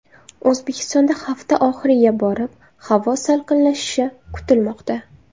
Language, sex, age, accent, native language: Uzbek, female, 19-29, Samarqand, Uzbek